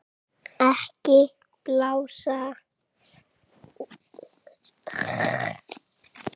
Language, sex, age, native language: Icelandic, female, 6, Icelandic